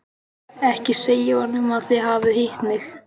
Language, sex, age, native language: Icelandic, male, 12, Icelandic